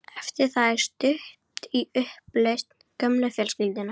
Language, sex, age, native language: Icelandic, female, 12, Icelandic